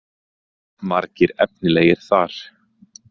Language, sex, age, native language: Icelandic, male, 30-39, Icelandic